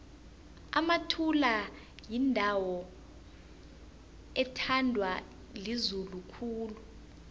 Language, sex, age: South Ndebele, female, 21